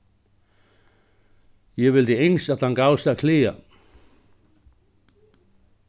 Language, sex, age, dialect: Faroese, male, 61+, Suðuroy